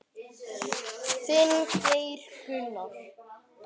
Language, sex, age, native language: Icelandic, male, 9, Icelandic